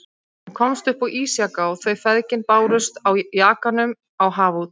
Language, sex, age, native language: Icelandic, female, 30-39, Icelandic